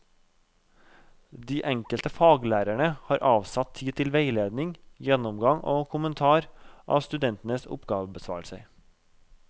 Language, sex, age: Norwegian, male, 32